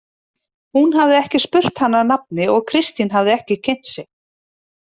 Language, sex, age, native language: Icelandic, female, 30-39, Icelandic